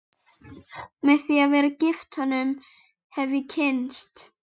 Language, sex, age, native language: Icelandic, female, 11, Icelandic